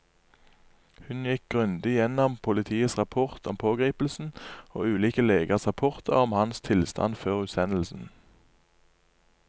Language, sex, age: Norwegian, male, 27